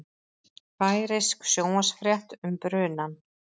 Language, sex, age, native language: Icelandic, female, 30-39, Icelandic